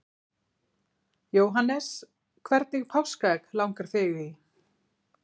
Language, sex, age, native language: Icelandic, female, 40-49, Icelandic